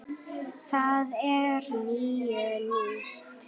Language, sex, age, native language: Icelandic, female, 9, Icelandic